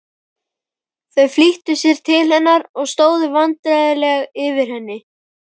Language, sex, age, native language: Icelandic, male, 12, Icelandic